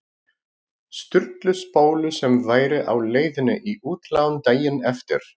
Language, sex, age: Icelandic, male, 40-49